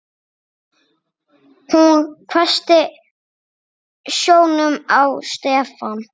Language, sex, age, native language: Icelandic, male, 6, Icelandic